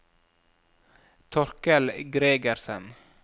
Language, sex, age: Norwegian, male, 37